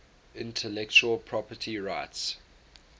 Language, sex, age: English, male, 18